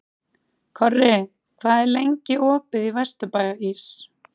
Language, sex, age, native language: Icelandic, female, 30-39, Icelandic